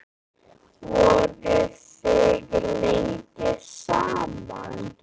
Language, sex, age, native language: Icelandic, female, 10, Icelandic